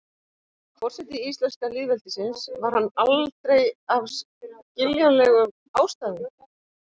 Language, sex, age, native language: Icelandic, female, 50-59, Icelandic